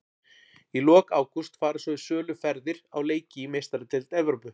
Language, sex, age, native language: Icelandic, male, 40-49, Icelandic